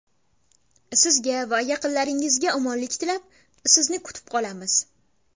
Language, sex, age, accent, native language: Uzbek, female, under 19, Buxoro, Uzbek